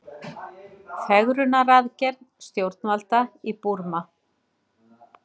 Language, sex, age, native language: Icelandic, female, 60-69, Icelandic